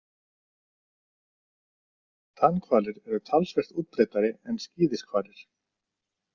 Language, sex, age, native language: Icelandic, male, 60-69, Icelandic